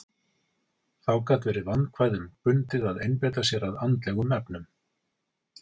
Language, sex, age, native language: Icelandic, male, 40-49, Icelandic